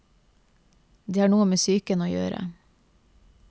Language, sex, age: Norwegian, female, 28